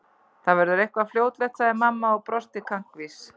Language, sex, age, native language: Icelandic, female, 11, Icelandic